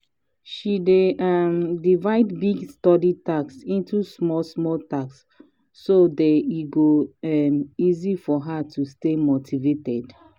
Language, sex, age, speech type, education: Nigerian Pidgin, female, 30-45, spontaneous, tertiary